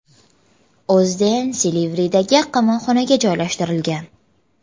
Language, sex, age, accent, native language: Uzbek, female, 18-24, Jizzax, Uzbek